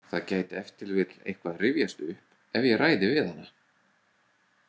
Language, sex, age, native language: Icelandic, male, 40-49, Icelandic